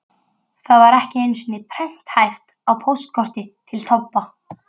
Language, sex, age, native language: Icelandic, female, 12, Icelandic